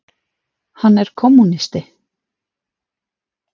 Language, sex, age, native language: Icelandic, female, 40-49, Icelandic